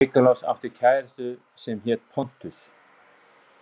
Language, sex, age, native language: Icelandic, male, 40-49, Icelandic